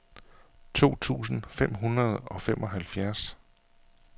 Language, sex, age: Danish, male, 41